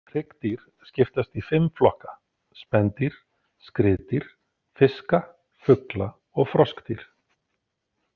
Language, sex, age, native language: Icelandic, male, 40-49, Icelandic